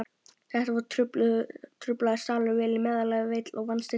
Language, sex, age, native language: Icelandic, male, 12, Icelandic